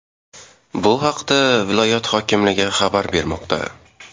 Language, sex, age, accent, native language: Uzbek, male, 18-24, Andijon, Uzbek